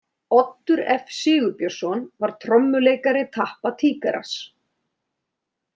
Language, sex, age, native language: Icelandic, female, 30-39, Icelandic